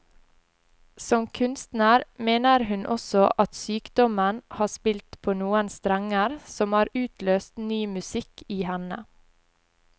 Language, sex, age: Norwegian, female, 20